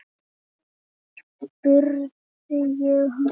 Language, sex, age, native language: Icelandic, female, 8, Icelandic